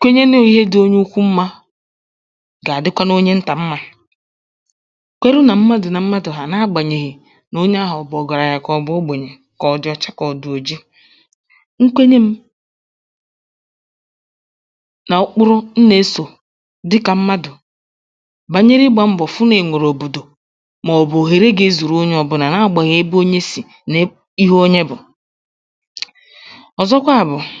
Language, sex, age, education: Igbo, female, 15-29, tertiary